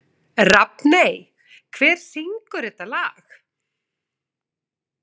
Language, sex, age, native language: Icelandic, female, 40-49, Icelandic